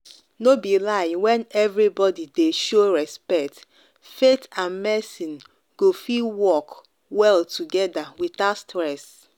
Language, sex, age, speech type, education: Nigerian Pidgin, female, 30-45, spontaneous, tertiary